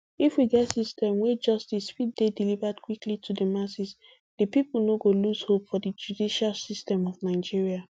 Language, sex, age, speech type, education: Nigerian Pidgin, female, 15-29, spontaneous, tertiary